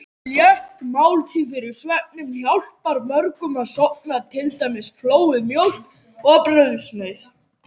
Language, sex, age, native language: Icelandic, male, 18-19, Icelandic